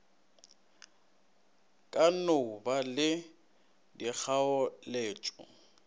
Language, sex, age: Northern Sotho, male, 19